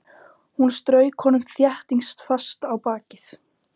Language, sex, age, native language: Icelandic, female, 30-39, Icelandic